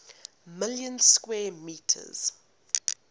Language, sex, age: English, female, 19